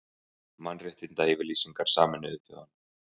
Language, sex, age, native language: Icelandic, male, 20-29, Icelandic